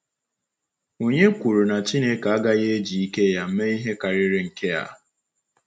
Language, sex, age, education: Igbo, male, 15-29, tertiary